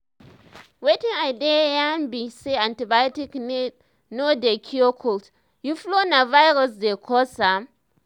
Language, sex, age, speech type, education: Nigerian Pidgin, female, 15-29, spontaneous, tertiary